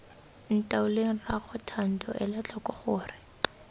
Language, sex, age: Tswana, female, 18